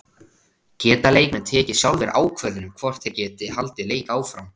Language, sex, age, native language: Icelandic, male, 16, Icelandic